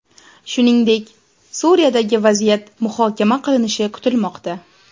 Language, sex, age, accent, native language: Uzbek, female, 18-24, Toshkent viloyati, Uzbek